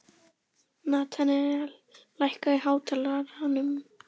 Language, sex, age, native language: Icelandic, female, 11, Icelandic